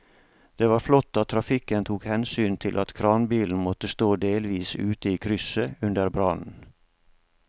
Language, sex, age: Norwegian, male, 47